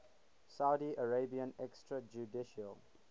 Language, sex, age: English, male, 18